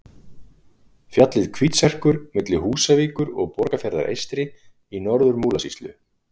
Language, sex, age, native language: Icelandic, male, 40-49, Icelandic